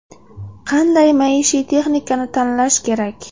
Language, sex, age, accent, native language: Uzbek, female, 19-29, Samarqand, Uzbek